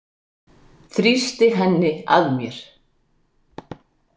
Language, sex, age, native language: Icelandic, female, 60-69, Icelandic